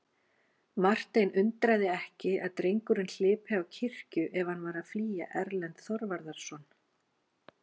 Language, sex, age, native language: Icelandic, female, 40-49, Icelandic